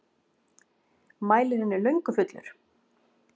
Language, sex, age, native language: Icelandic, female, 40-49, Icelandic